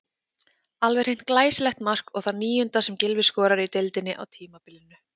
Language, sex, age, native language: Icelandic, female, 30-39, Icelandic